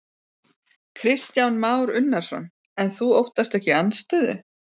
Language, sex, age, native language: Icelandic, female, 40-49, Icelandic